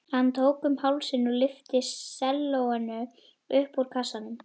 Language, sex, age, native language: Icelandic, female, 11, Icelandic